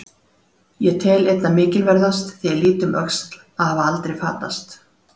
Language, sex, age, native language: Icelandic, female, 40-49, Icelandic